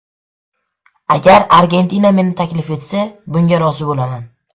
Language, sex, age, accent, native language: Uzbek, male, under 19, Andijon, Uzbek